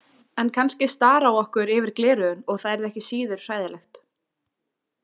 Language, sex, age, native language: Icelandic, female, 20-29, Icelandic